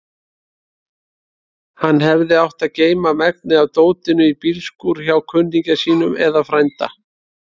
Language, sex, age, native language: Icelandic, male, 30-39, Icelandic